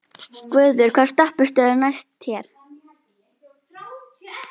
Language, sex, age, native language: Icelandic, female, 12, Icelandic